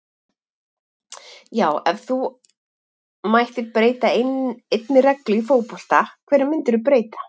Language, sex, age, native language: Icelandic, female, 40-49, Icelandic